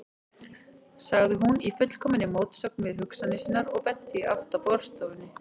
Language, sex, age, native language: Icelandic, female, 40-49, Icelandic